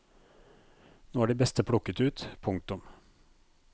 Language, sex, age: Norwegian, male, 42